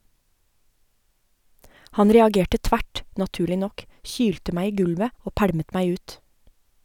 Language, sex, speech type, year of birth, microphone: Norwegian, female, read, 1970, Sennheiser